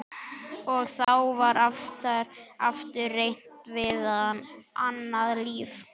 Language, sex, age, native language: Icelandic, male, 11, Icelandic